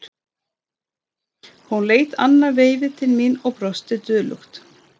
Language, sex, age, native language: Icelandic, female, 30-39, Swedish